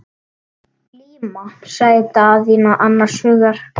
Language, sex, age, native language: Icelandic, male, 9, Icelandic